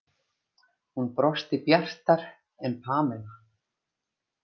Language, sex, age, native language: Icelandic, female, 50-59, Icelandic